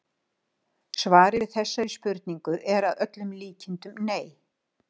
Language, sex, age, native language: Icelandic, female, 60-69, Icelandic